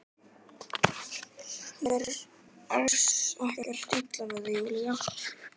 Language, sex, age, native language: Icelandic, male, 12, Icelandic